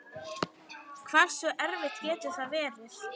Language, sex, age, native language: Icelandic, female, 9, Icelandic